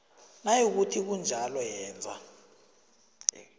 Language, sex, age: South Ndebele, male, 20